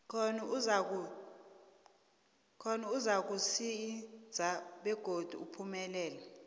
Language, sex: South Ndebele, female